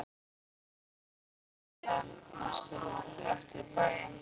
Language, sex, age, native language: Icelandic, female, 15, Icelandic